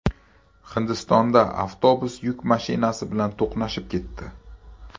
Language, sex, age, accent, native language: Uzbek, male, 35+, Toshkent shahri, Uzbek